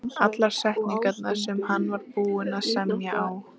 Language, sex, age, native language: Icelandic, female, 13, Icelandic